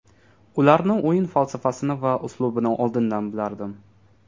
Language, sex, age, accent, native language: Uzbek, male, 18-24, Toshkent viloyati, Uzbek